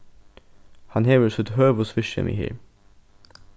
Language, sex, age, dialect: Faroese, male, 15-35, Norðurstreymoy/Eysturoy